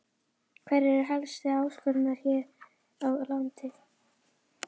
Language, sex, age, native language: Icelandic, female, 11, Icelandic